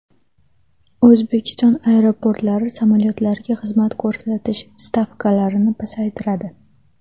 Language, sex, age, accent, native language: Uzbek, female, 18-24, Toshkent shahri, Uzbek